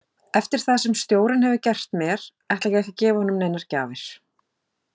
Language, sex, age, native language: Icelandic, female, 40-49, Icelandic